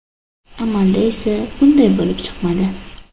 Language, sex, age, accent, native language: Uzbek, female, under 19, Toshkent shahri, Uzbek